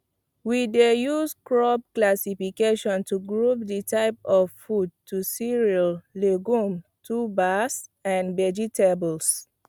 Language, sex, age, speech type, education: Nigerian Pidgin, female, 15-29, spontaneous, tertiary